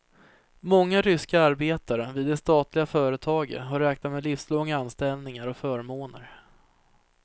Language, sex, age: Swedish, female, 30